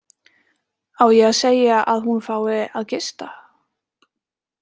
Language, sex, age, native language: Icelandic, female, 20-29, Icelandic